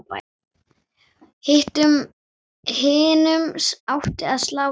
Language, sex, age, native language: Icelandic, female, 9, Icelandic